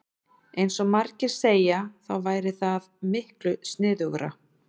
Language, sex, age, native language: Icelandic, female, 40-49, Icelandic